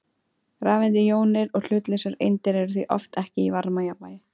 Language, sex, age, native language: Icelandic, female, 20-29, Icelandic